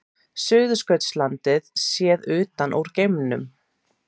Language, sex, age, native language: Icelandic, female, 30-39, Icelandic